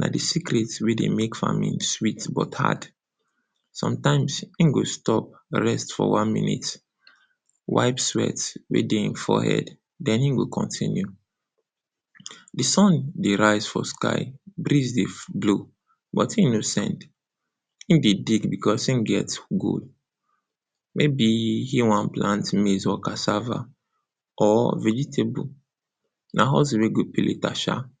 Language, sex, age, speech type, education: Nigerian Pidgin, male, 46-60, spontaneous, tertiary